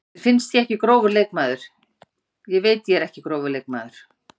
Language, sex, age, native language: Icelandic, female, 50-59, Icelandic